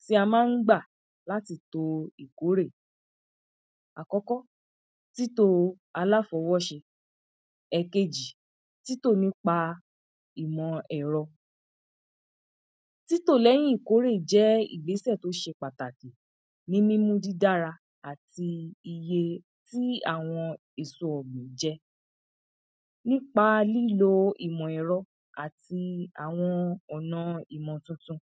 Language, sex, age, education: Yoruba, female, 30-45, tertiary